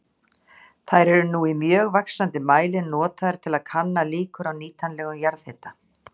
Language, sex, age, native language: Icelandic, female, 60-69, Icelandic